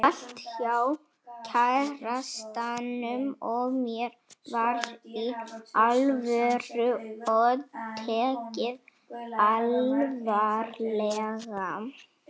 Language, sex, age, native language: Icelandic, female, 18-19, Icelandic